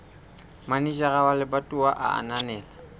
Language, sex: Southern Sotho, male